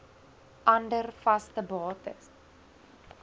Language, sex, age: Afrikaans, female, 20